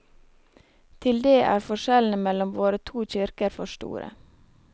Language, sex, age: Norwegian, female, 23